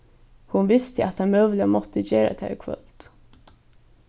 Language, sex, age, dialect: Faroese, female, 15-35, Norðurstreymoy/Eysturoy